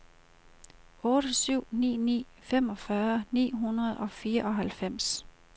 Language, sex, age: Danish, female, 38